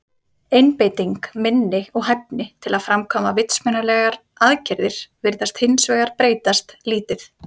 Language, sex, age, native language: Icelandic, female, 30-39, Icelandic